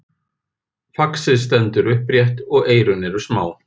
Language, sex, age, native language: Icelandic, male, 50-59, Icelandic